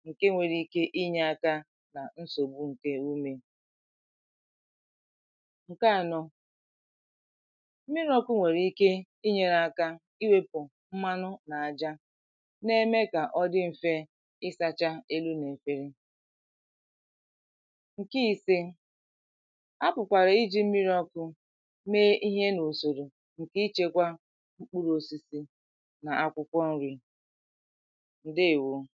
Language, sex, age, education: Igbo, female, 15-29, tertiary